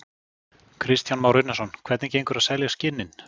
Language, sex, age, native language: Icelandic, male, 40-49, Icelandic